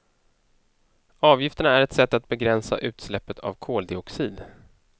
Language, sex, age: Swedish, male, 31